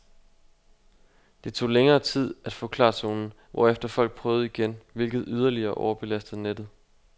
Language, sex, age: Danish, male, 25